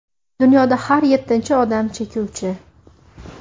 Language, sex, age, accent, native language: Uzbek, female, 18-24, Namangan, Uzbek